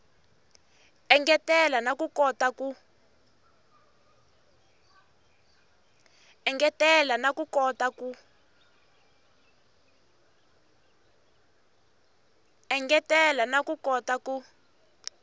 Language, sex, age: Tsonga, female, 21